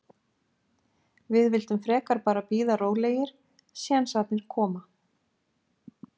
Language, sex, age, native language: Icelandic, female, 50-59, Icelandic